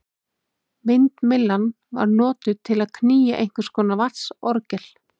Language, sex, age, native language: Icelandic, female, 30-39, Icelandic